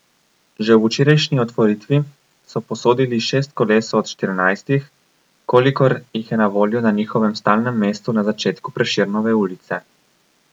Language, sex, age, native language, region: Slovenian, male, 18-29, Slovenian, Coastal Karst region